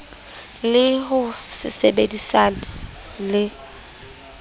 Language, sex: Southern Sotho, female